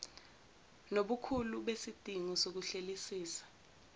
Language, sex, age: Zulu, female, 17